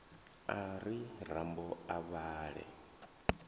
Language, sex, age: Venda, male, 23